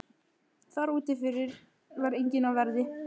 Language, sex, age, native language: Icelandic, female, 13, Icelandic